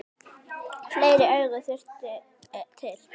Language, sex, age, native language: Icelandic, female, 9, Icelandic